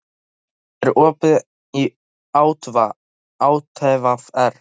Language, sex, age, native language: Icelandic, male, 13, Icelandic